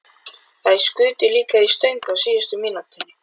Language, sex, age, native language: Icelandic, male, 12, Icelandic